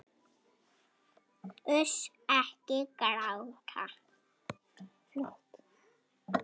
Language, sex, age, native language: Icelandic, male, 6, Icelandic